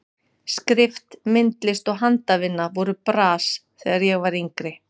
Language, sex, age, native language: Icelandic, female, 50-59, Icelandic